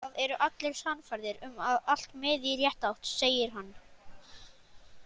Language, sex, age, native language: Icelandic, male, 20-29, Icelandic